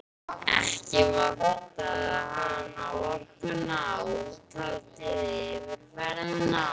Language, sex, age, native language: Icelandic, male, 12, Icelandic